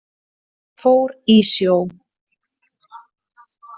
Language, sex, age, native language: Icelandic, female, 40-49, Icelandic